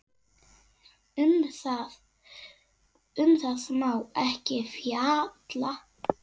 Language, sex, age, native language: Icelandic, female, 8, Icelandic